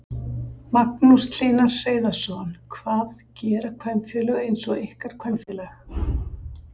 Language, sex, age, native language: Icelandic, female, 50-59, Icelandic